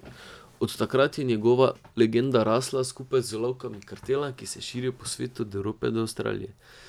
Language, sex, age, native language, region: Slovenian, male, 18-29, Slovenian, Drava region